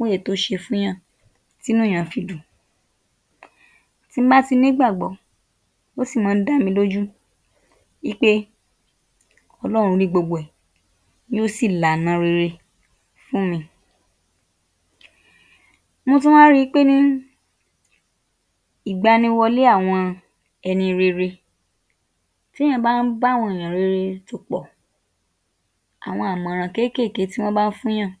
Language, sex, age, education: Yoruba, female, 30-45, tertiary